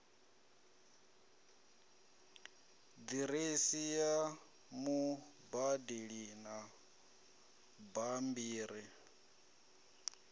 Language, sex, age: Venda, male, 33